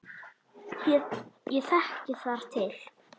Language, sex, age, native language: Icelandic, male, 10, Icelandic